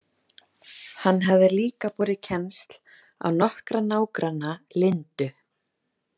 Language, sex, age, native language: Icelandic, female, 30-39, Icelandic